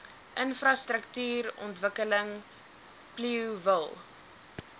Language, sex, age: Afrikaans, female, 19